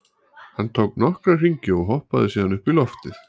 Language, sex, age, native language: Icelandic, male, 40-49, Icelandic